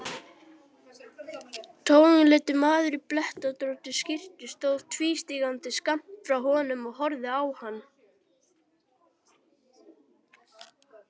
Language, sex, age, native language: Icelandic, male, 18-19, Icelandic